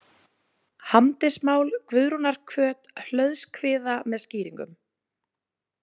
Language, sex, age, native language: Icelandic, female, 20-29, Icelandic